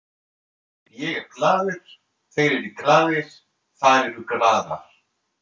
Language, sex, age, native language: Icelandic, male, 30-39, French